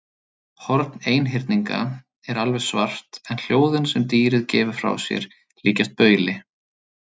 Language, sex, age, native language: Icelandic, male, 30-39, Icelandic